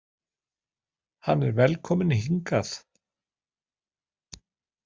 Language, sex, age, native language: Icelandic, male, 60-69, Icelandic